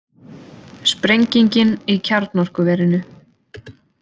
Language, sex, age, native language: Icelandic, female, 20-29, Icelandic